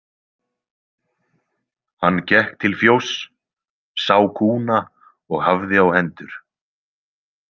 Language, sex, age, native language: Icelandic, male, 20-29, Icelandic